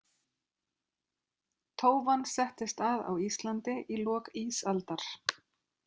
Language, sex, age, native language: Icelandic, female, 30-39, Icelandic